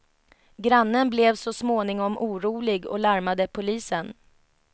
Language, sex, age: Swedish, female, 33